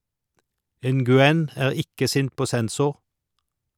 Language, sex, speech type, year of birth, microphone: Norwegian, male, read, 1951, Shure